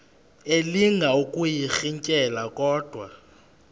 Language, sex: Xhosa, male